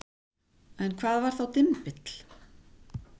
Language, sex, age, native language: Icelandic, female, 40-49, Icelandic